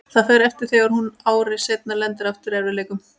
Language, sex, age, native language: Icelandic, female, 30-39, Icelandic